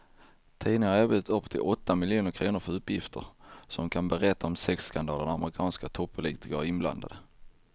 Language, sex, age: Swedish, male, 23